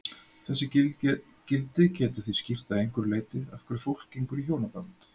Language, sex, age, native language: Icelandic, male, 40-49, Icelandic